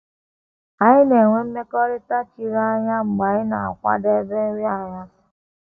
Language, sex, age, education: Igbo, female, 15-29, tertiary